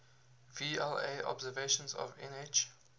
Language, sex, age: English, male, 19